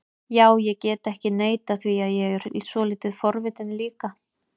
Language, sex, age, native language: Icelandic, female, 30-39, Icelandic